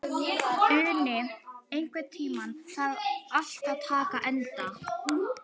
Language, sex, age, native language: Icelandic, female, 11, Icelandic